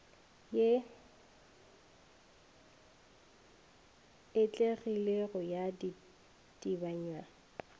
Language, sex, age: Northern Sotho, female, 21